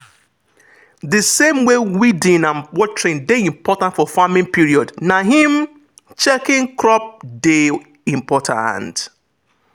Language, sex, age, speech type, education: Nigerian Pidgin, male, 15-29, spontaneous, tertiary